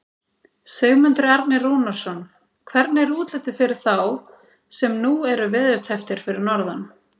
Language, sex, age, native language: Icelandic, female, 30-39, Icelandic